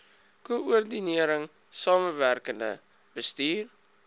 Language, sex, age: Afrikaans, male, 22